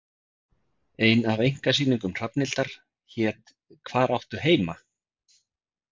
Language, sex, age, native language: Icelandic, male, 50-59, Icelandic